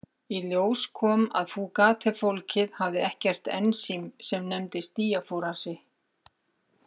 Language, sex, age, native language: Icelandic, female, 50-59, Icelandic